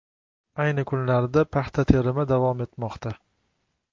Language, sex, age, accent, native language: Uzbek, male, 25-34, Toshkent shahri, Uzbek